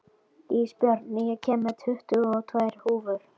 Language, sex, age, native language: Icelandic, female, 12, Icelandic